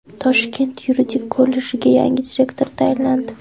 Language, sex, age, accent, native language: Uzbek, female, 18-24, Andijon, Uzbek